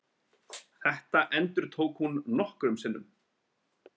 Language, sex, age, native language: Icelandic, male, 30-39, Icelandic